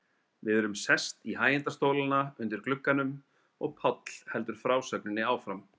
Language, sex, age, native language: Icelandic, male, 30-39, Icelandic